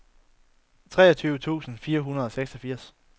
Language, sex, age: Danish, male, 22